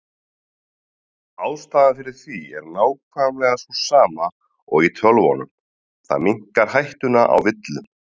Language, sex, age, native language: Icelandic, male, 30-39, Icelandic